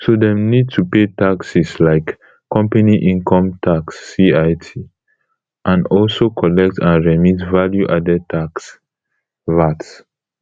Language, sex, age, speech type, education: Nigerian Pidgin, male, 15-29, spontaneous, tertiary